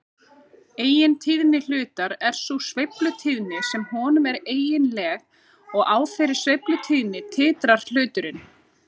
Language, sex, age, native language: Icelandic, female, 30-39, Icelandic